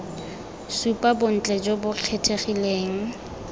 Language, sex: Tswana, female